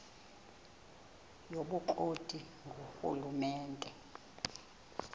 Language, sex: Xhosa, female